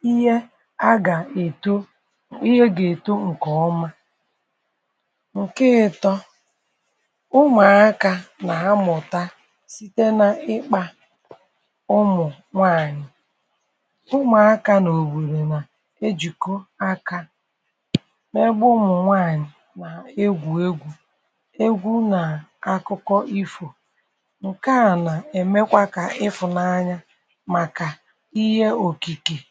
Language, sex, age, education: Igbo, male, 46-60, tertiary